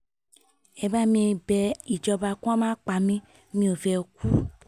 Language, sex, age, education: Yoruba, female, 15-29, tertiary